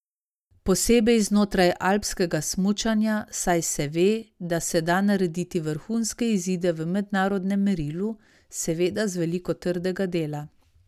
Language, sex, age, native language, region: Slovenian, female, 30-49, Slovenian, Savinja region